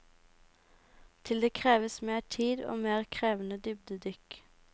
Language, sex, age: Norwegian, female, 18